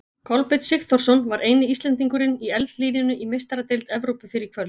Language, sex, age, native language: Icelandic, female, 40-49, Icelandic